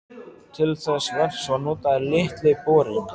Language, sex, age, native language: Icelandic, male, 14, Icelandic